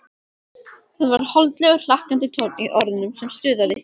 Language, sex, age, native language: Icelandic, female, 12, Icelandic